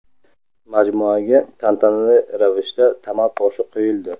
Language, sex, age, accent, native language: Uzbek, male, 25-34, Samarqand, Uzbek